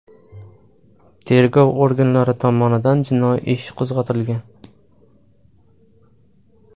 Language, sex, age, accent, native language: Uzbek, male, 25-34, Farg'ona, Uzbek